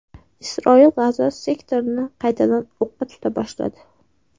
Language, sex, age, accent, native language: Uzbek, female, 18-24, Sirdaryo, Uzbek